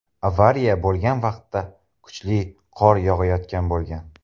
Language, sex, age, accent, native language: Uzbek, male, 18-24, Qoraqalpog'iston, Uzbek